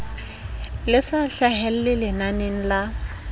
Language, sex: Southern Sotho, female